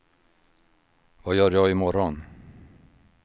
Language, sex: Swedish, male